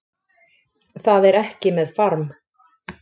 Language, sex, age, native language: Icelandic, female, 30-39, Icelandic